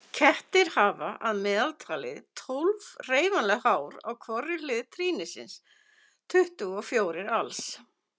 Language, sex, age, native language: Icelandic, female, 50-59, Icelandic